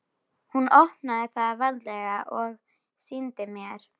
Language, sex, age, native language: Icelandic, female, 12, Icelandic